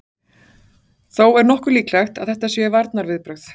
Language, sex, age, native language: Icelandic, female, 40-49, Icelandic